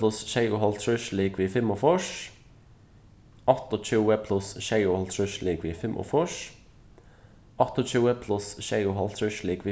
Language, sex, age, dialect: Faroese, male, 15-35, Suðurstreymoy